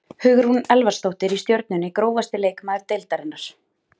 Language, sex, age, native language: Icelandic, female, 30-39, Icelandic